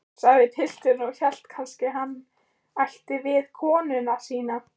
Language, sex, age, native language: Icelandic, female, 15, Icelandic